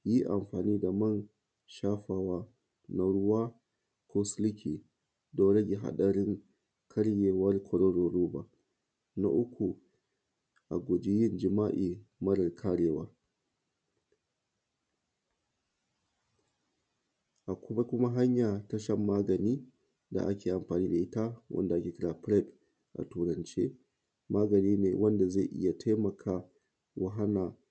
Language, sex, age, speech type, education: Hausa, male, 30-45, spontaneous, tertiary